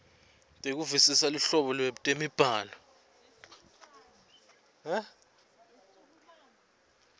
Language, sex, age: Swati, male, 21